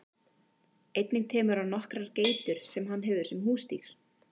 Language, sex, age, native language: Icelandic, female, 18-19, Icelandic